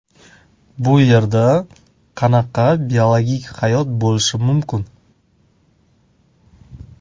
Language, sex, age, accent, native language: Uzbek, male, 25-34, Toshkent viloyati, Kazakh